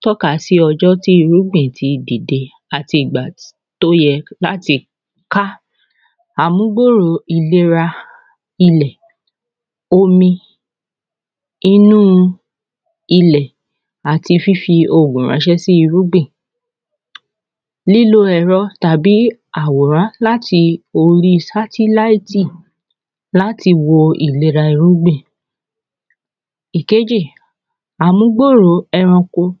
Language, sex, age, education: Yoruba, female, 30-45, secondary